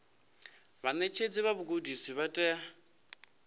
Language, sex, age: Venda, male, 27